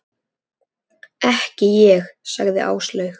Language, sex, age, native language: Icelandic, male, 10, Icelandic